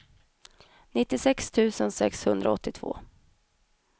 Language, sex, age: Swedish, female, 31